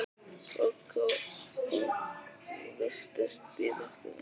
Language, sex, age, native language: Icelandic, male, 11, Icelandic